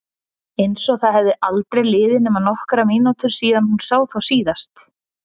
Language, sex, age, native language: Icelandic, female, 30-39, Icelandic